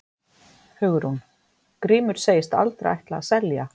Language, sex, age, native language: Icelandic, female, 50-59, Icelandic